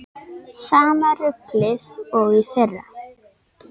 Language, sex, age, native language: Icelandic, female, 10, Icelandic